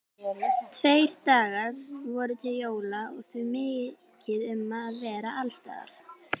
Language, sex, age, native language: Icelandic, female, 18-19, Icelandic